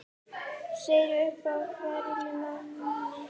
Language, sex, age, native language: Icelandic, female, 9, Icelandic